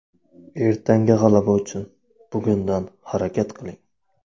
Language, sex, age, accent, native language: Uzbek, male, 25-34, Navoiy, Uzbek